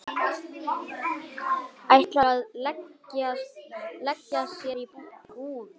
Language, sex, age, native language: Icelandic, male, 8, Icelandic